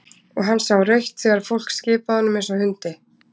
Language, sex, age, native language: Icelandic, female, 20-29, Icelandic